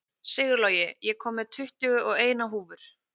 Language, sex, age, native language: Icelandic, female, 30-39, Icelandic